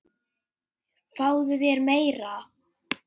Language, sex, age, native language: Icelandic, male, 8, Icelandic